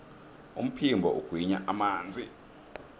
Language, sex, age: South Ndebele, male, 23